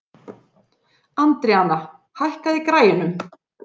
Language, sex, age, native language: Icelandic, female, 40-49, Icelandic